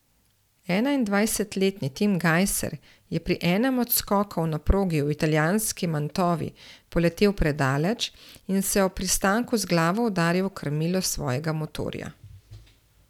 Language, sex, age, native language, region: Slovenian, female, 30-49, Slovenian, Central Slovenia